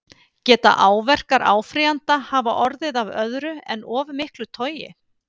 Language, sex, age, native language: Icelandic, female, 50-59, Icelandic